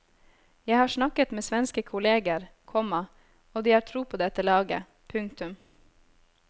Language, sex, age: Norwegian, female, 26